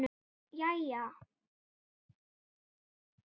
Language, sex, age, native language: Icelandic, female, 7, Icelandic